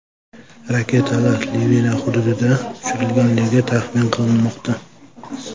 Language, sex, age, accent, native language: Uzbek, male, 25-34, Jizzax, Uzbek